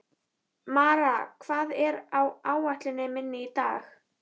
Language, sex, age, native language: Icelandic, female, 11, Icelandic